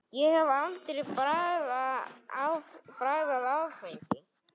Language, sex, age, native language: Icelandic, male, 10, Icelandic